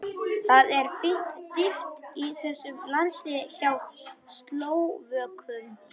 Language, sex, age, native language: Icelandic, male, 21, Icelandic